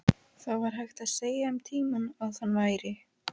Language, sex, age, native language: Icelandic, female, 11, Icelandic